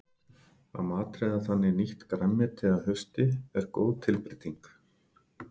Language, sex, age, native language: Icelandic, male, 50-59, Icelandic